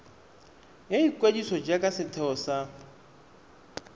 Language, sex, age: Tswana, male, 23